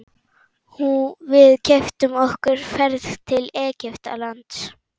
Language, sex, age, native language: Icelandic, female, 8, Icelandic